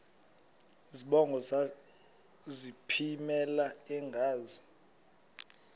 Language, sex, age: Xhosa, male, 20